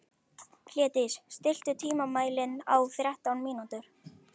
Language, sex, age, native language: Icelandic, male, 11, Icelandic